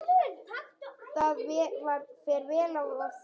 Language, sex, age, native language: Icelandic, male, 9, Icelandic